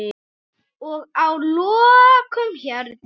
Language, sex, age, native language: Icelandic, male, 6, Icelandic